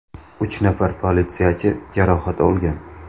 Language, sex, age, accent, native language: Uzbek, male, 19-29, Samarqand, Uzbek